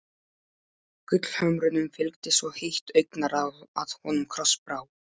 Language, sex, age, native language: Icelandic, male, 12, Polish